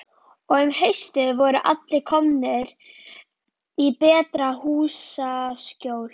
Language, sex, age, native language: Icelandic, female, 11, Icelandic